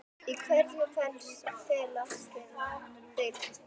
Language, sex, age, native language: Icelandic, female, 10, Icelandic